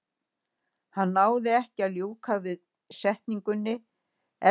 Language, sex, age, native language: Icelandic, female, 60-69, Icelandic